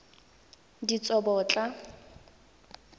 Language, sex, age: Tswana, female, 19